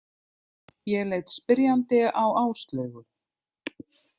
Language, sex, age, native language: Icelandic, other, 50-59, Icelandic